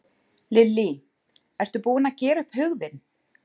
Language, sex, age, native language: Icelandic, female, 40-49, Icelandic